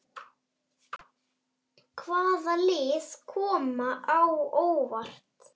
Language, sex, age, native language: Icelandic, male, 7, Icelandic